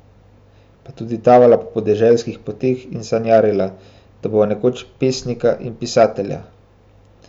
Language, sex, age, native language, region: Slovenian, male, 18-29, Slovenian, Central Slovenia